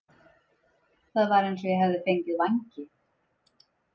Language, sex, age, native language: Icelandic, female, 30-39, Icelandic